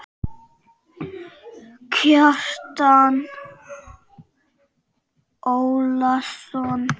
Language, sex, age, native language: Icelandic, male, 5, Czech